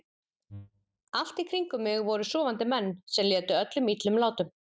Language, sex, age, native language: Icelandic, female, 40-49, Icelandic